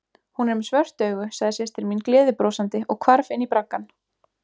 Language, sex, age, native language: Icelandic, female, 20-29, Icelandic